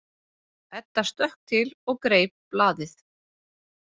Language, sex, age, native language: Icelandic, female, 30-39, Icelandic